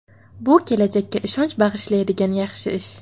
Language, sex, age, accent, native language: Uzbek, female, 18-24, Qashqadaryo, Uzbek